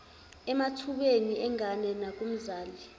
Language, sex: Zulu, female